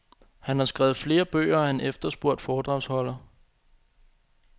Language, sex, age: Danish, male, 25